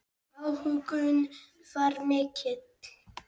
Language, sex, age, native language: Icelandic, male, 8, Icelandic